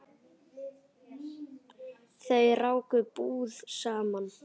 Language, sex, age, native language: Icelandic, male, 8, Icelandic